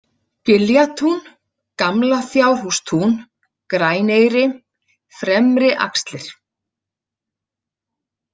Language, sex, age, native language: Icelandic, female, 40-49, Icelandic